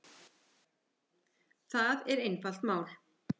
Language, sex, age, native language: Icelandic, female, 50-59, Icelandic